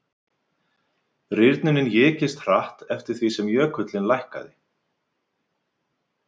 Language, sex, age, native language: Icelandic, male, 50-59, Icelandic